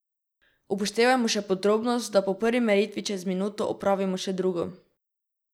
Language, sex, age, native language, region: Slovenian, female, 12-17, Slovenian, Drava region